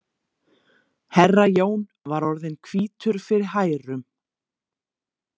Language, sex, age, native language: Icelandic, female, 40-49, Icelandic